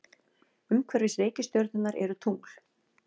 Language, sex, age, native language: Icelandic, female, 40-49, Icelandic